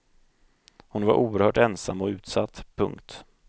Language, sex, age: Swedish, male, 30